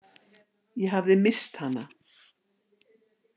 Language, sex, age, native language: Icelandic, female, 60-69, Icelandic